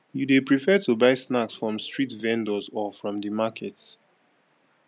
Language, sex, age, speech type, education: Nigerian Pidgin, male, 15-29, spontaneous, tertiary